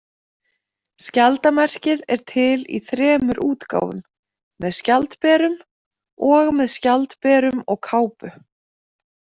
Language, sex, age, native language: Icelandic, female, 30-39, Icelandic